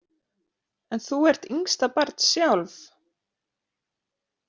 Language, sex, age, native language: Icelandic, male, 40-49, Icelandic